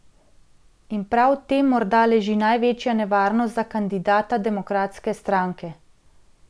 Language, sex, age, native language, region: Slovenian, female, 30-49, Slovenian, Central Slovenia